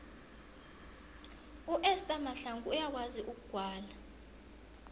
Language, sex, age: South Ndebele, female, 22